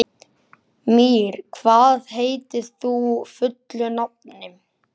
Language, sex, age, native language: Icelandic, male, 11, Icelandic